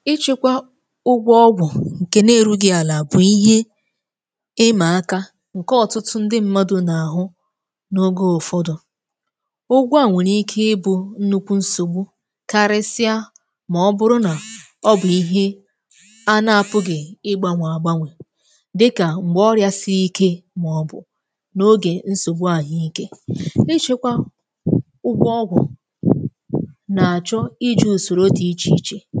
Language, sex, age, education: Igbo, female, 15-29, tertiary